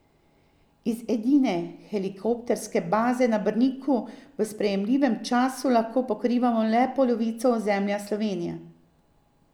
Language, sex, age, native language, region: Slovenian, female, 50-59, Slovenian, Drava region